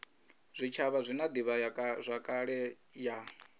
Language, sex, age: Venda, male, 22